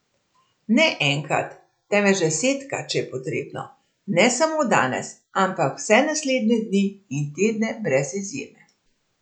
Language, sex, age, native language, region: Slovenian, female, 60+, Slovenian, Central Slovenia